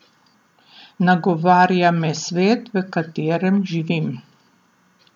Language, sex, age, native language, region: Slovenian, female, 60+, Slovenian, Southeast Slovenia